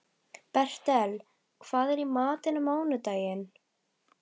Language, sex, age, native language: Icelandic, female, 12, Icelandic